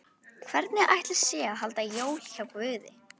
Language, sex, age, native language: Icelandic, female, 11, Icelandic